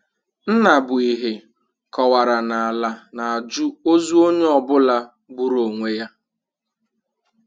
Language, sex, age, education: Igbo, male, 15-29, tertiary